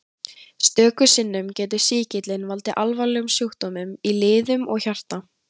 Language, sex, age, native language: Icelandic, female, 18-19, Icelandic